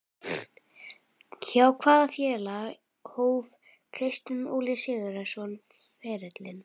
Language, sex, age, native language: Icelandic, female, 11, Icelandic